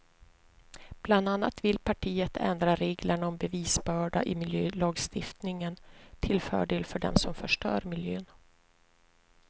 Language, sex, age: Swedish, female, 43